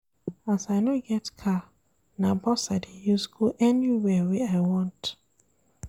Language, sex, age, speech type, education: Nigerian Pidgin, female, 30-45, read, tertiary